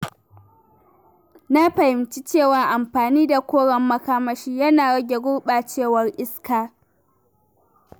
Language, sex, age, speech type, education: Hausa, female, 15-29, read, primary